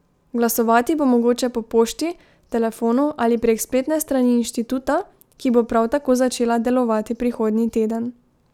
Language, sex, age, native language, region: Slovenian, female, 18-29, Slovenian, Drava region